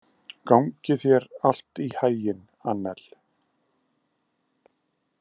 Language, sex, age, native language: Icelandic, male, 50-59, Icelandic